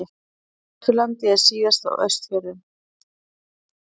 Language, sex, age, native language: Icelandic, female, 30-39, Icelandic